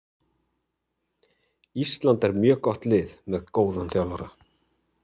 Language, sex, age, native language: Icelandic, male, 30-39, Icelandic